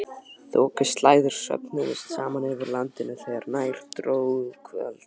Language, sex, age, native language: Icelandic, male, 12, Icelandic